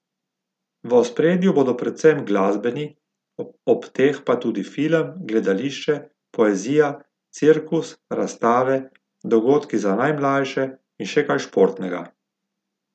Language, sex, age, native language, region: Slovenian, male, 50-59, Slovenian, Gorica region